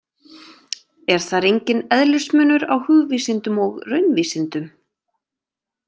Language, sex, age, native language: Icelandic, female, 30-39, Icelandic